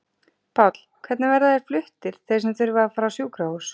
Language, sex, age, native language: Icelandic, female, 40-49, Icelandic